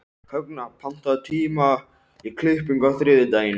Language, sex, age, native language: Icelandic, male, 13, Icelandic